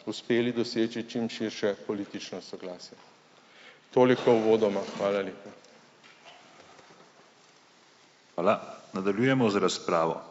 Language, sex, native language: Slovenian, male, Slovenian